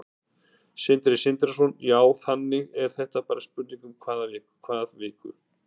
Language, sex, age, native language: Icelandic, male, 50-59, Icelandic